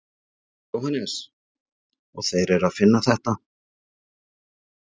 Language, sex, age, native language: Icelandic, male, 40-49, Icelandic